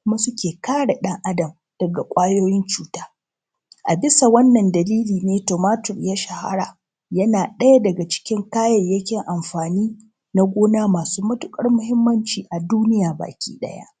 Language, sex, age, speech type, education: Hausa, female, 30-45, spontaneous, tertiary